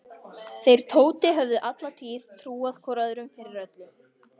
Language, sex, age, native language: Icelandic, female, 13, Icelandic